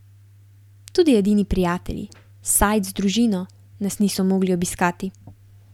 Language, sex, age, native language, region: Slovenian, female, 18-29, Slovenian, Gorenjska region